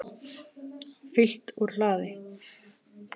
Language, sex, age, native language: Icelandic, female, 40-49, Icelandic